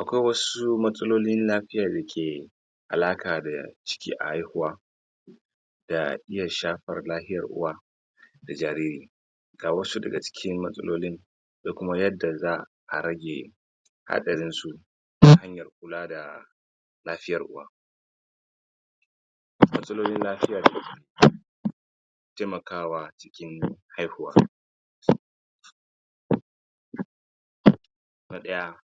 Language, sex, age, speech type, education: Hausa, male, 30-45, spontaneous, tertiary